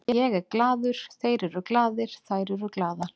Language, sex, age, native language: Icelandic, female, 40-49, Icelandic